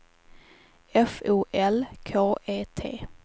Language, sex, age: Swedish, female, 18